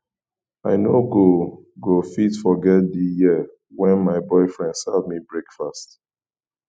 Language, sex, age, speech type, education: Nigerian Pidgin, male, 15-29, spontaneous, tertiary